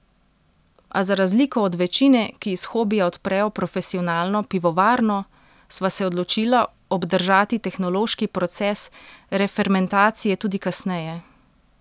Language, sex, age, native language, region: Slovenian, female, 30-49, Slovenian, Central Slovenia